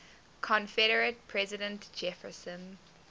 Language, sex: English, female